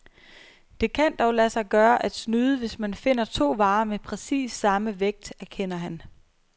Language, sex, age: Danish, female, 23